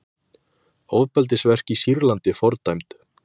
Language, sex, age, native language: Icelandic, male, 20-29, Icelandic